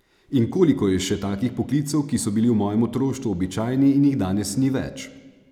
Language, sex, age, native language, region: Slovenian, male, 30-49, Slovenian, Savinja region